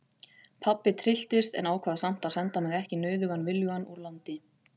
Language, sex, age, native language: Icelandic, female, 30-39, Icelandic